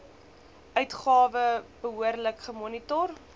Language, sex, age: Afrikaans, female, 20